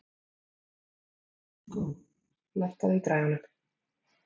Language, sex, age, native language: Icelandic, female, 30-39, Icelandic